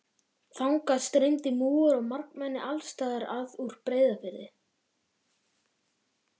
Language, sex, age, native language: Icelandic, male, 11, Icelandic